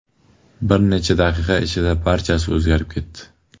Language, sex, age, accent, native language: Uzbek, male, 18-24, Jizzax, Uzbek